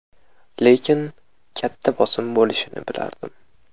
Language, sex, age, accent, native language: Uzbek, male, 18-24, Navoiy, Uzbek